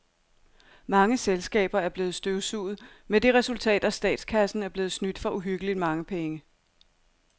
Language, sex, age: Danish, female, 42